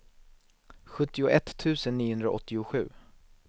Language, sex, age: Swedish, male, 19